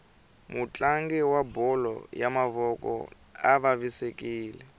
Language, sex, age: Tsonga, male, 23